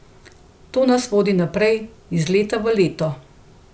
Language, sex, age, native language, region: Slovenian, female, 50-59, Slovenian, Central Slovenia